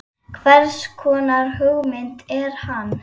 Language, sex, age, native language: Icelandic, female, 8, Icelandic